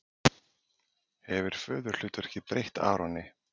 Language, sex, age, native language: Icelandic, male, 40-49, Icelandic